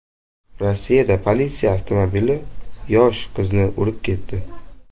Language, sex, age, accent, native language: Uzbek, male, under 19, Jizzax, Uzbek